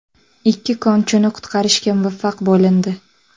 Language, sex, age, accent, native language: Uzbek, female, 18-24, Samarqand, Uzbek